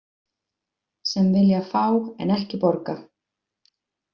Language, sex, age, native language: Icelandic, female, 50-59, Icelandic